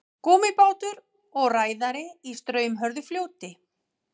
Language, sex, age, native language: Icelandic, female, 40-49, Icelandic